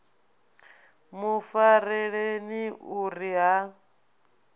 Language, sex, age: Venda, female, 24